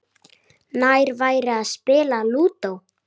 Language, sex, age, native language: Icelandic, female, 9, Icelandic